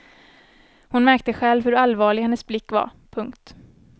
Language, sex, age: Swedish, female, 24